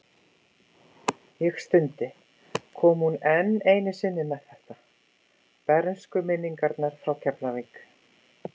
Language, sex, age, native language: Icelandic, female, 50-59, Icelandic